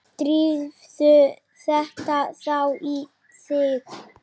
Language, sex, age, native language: Icelandic, male, 9, Icelandic